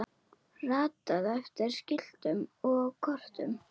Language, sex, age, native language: Icelandic, female, 9, Icelandic